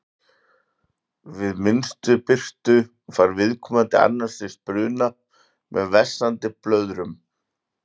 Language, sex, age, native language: Icelandic, male, 40-49, Icelandic